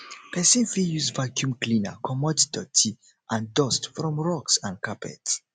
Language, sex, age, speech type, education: Nigerian Pidgin, male, 30-45, spontaneous, tertiary